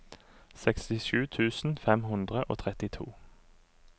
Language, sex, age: Norwegian, male, 39